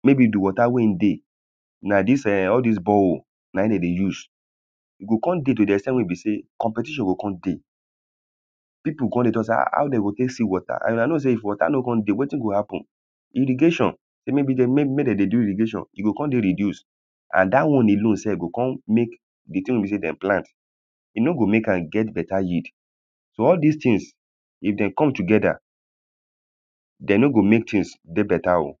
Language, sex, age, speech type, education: Nigerian Pidgin, male, 30-45, spontaneous, primary